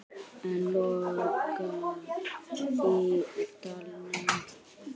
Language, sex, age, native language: Icelandic, female, 60-69, Icelandic